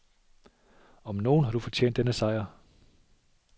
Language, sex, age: Danish, male, 37